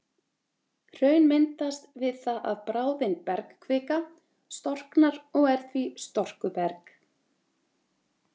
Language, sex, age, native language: Icelandic, female, 30-39, Icelandic